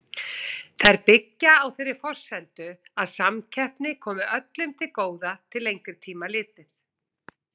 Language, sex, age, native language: Icelandic, female, 40-49, Icelandic